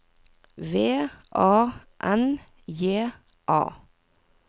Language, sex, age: Norwegian, female, 40